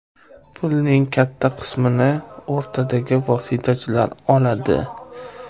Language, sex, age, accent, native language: Uzbek, male, 18-24, Toshkent viloyati, Uzbek